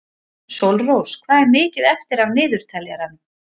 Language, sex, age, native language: Icelandic, female, 40-49, Icelandic